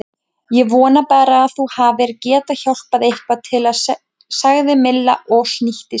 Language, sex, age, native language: Icelandic, female, 20-29, Icelandic